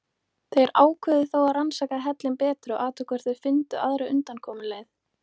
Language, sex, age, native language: Icelandic, female, 18-19, Icelandic